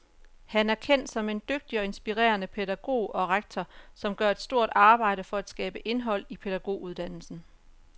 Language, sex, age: Danish, female, 34